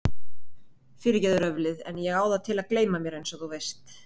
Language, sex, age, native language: Icelandic, female, 30-39, Icelandic